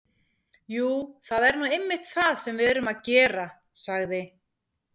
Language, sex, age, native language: Icelandic, female, 40-49, Icelandic